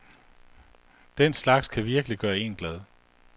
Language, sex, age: Danish, male, 48